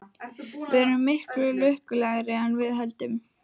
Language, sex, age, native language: Icelandic, female, 12, Icelandic